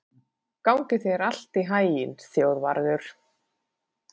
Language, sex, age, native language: Icelandic, female, 40-49, Finnish